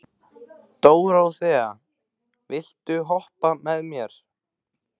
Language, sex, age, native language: Icelandic, male, 15, Icelandic